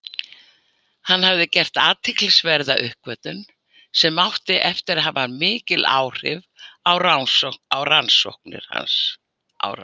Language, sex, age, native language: Icelandic, female, 80-89, Icelandic